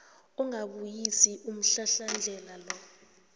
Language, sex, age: South Ndebele, female, 18